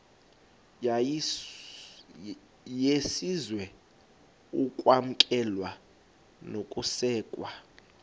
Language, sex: Xhosa, male